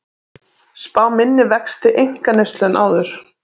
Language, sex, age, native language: Icelandic, female, 30-39, Icelandic